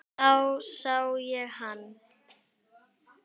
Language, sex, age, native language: Icelandic, female, 9, Icelandic